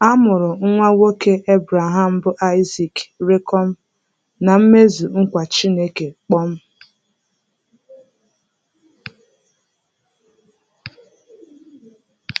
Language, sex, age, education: Igbo, female, 15-29, tertiary